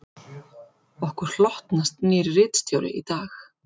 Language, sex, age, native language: Icelandic, female, 40-49, Icelandic